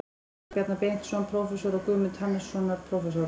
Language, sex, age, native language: Icelandic, female, 14, Icelandic